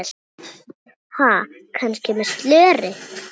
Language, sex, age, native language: Icelandic, female, 7, Icelandic